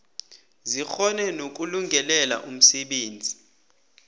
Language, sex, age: South Ndebele, male, 20